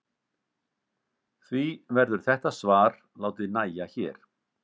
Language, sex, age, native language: Icelandic, male, 50-59, Icelandic